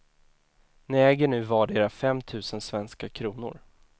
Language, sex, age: Swedish, male, 24